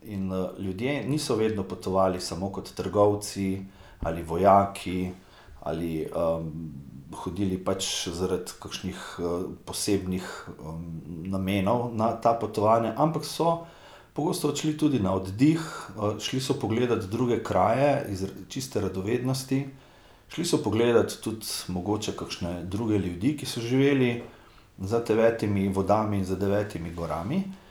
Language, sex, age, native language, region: Slovenian, male, 50-59, Slovenian, Gorica region